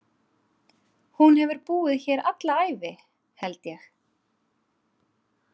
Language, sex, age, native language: Icelandic, female, 30-39, Icelandic